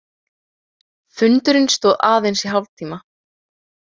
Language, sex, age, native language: Icelandic, female, 18-19, Icelandic